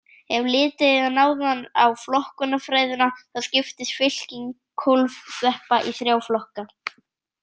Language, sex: Icelandic, other